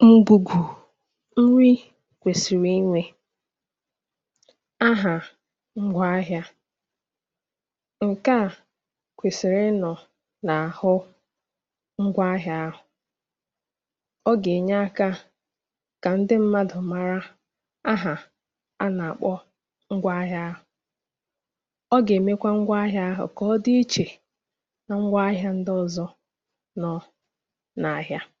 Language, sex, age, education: Igbo, female, 15-29, tertiary